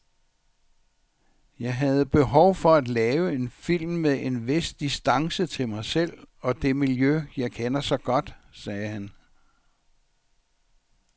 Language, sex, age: Danish, male, 64